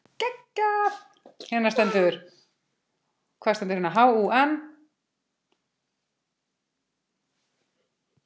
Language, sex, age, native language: Icelandic, female, 6, Icelandic